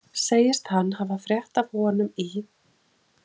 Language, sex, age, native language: Icelandic, female, 40-49, Icelandic